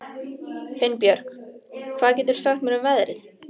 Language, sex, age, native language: Icelandic, female, 14, Icelandic